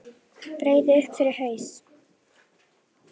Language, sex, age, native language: Icelandic, female, 10, Icelandic